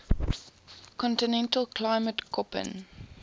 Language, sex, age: English, female, 18